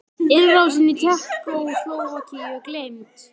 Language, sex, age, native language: Icelandic, male, 12, Icelandic